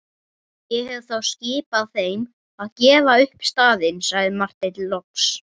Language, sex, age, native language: Icelandic, female, 30-39, Icelandic